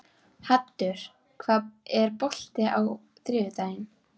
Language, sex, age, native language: Icelandic, female, 12, Icelandic